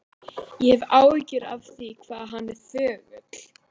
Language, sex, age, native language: Icelandic, female, 12, Icelandic